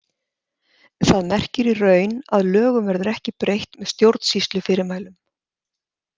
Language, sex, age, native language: Icelandic, female, 60-69, Icelandic